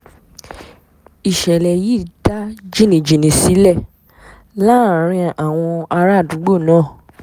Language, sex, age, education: Yoruba, female, 15-29, tertiary